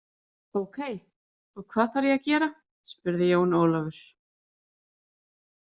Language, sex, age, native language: Icelandic, female, 30-39, Icelandic